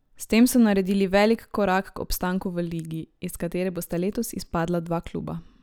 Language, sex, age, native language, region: Slovenian, male, 18-29, Slovenian, Drava region